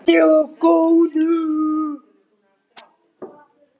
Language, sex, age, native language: Icelandic, male, 8, Icelandic